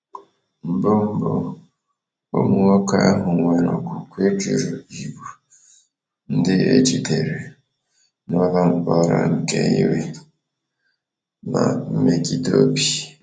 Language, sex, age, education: Igbo, male, 30-45, tertiary